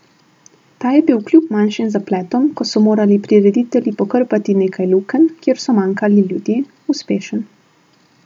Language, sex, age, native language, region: Slovenian, female, 18-29, Slovenian, Southeast Slovenia